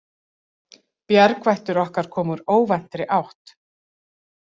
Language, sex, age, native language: Icelandic, female, 40-49, Icelandic